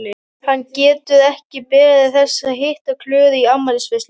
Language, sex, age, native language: Icelandic, female, 12, Icelandic